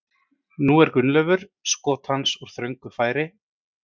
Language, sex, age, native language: Icelandic, male, 30-39, Icelandic